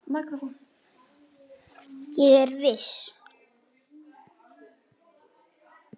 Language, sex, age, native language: Icelandic, male, 6, Icelandic